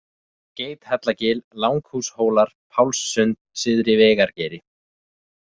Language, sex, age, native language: Icelandic, male, 20-29, Icelandic